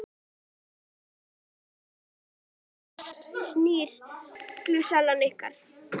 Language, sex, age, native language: Icelandic, female, 11, Icelandic